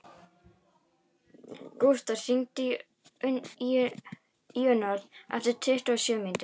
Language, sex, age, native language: Icelandic, female, 18-19, Icelandic